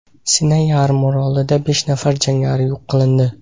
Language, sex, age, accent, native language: Uzbek, male, 18-24, Samarqand, Uzbek